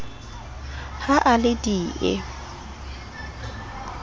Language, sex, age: Southern Sotho, female, 22